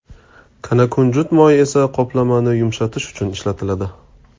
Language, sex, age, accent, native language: Uzbek, male, 25-34, Toshkent viloyati, Uzbek